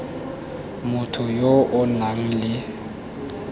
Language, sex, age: Tswana, male, 19